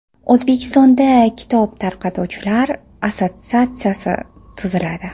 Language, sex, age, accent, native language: Uzbek, female, 25-34, Toshkent shahri, Uzbek